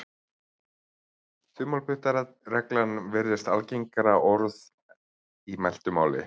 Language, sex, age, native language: Icelandic, male, 30-39, Icelandic